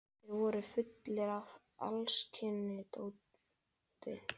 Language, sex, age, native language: Icelandic, male, 11, Icelandic